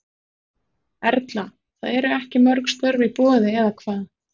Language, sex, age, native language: Icelandic, male, 40-49, Icelandic